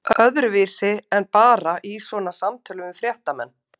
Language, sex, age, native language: Icelandic, female, 50-59, Icelandic